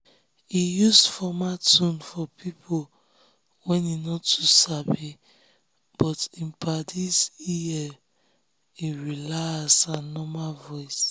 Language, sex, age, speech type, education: Nigerian Pidgin, female, 15-29, spontaneous, tertiary